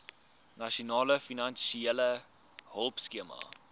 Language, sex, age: Afrikaans, male, 19